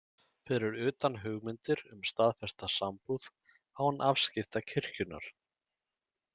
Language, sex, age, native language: Icelandic, male, 30-39, Icelandic